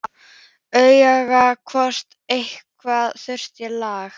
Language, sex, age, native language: Icelandic, female, 13, Icelandic